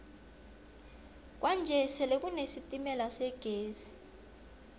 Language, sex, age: South Ndebele, female, 22